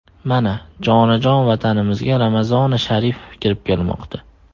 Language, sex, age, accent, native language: Uzbek, male, 18-24, Andijon, Uzbek